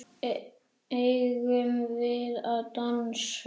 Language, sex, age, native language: Icelandic, male, 8, Icelandic